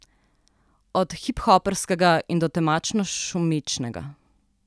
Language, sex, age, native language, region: Slovenian, female, 30-49, Slovenian, Southeast Slovenia